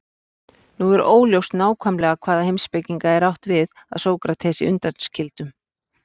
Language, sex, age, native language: Icelandic, female, 40-49, Icelandic